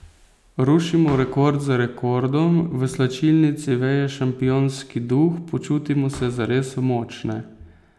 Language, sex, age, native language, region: Slovenian, male, 18-29, Slovenian, Posavska region